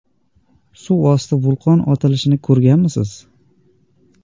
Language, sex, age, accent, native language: Uzbek, male, 18-24, Andijon, Uzbek